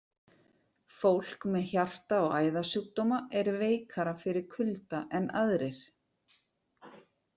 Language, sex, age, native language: Icelandic, female, 40-49, Icelandic